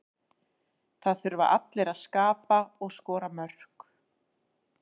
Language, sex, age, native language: Icelandic, female, 30-39, Icelandic